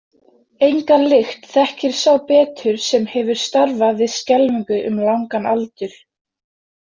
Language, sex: Icelandic, female